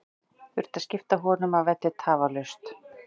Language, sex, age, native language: Icelandic, female, 40-49, Icelandic